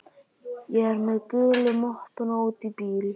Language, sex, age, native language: Icelandic, male, 11, Icelandic